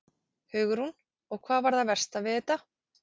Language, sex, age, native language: Icelandic, female, 40-49, Icelandic